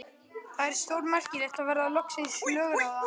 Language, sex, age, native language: Icelandic, male, 11, Icelandic